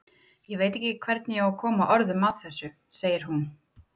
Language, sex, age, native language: Icelandic, female, 30-39, Icelandic